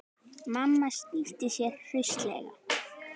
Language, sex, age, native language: Icelandic, female, 18-19, Icelandic